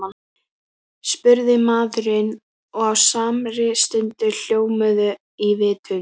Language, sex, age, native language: Icelandic, female, 15, Icelandic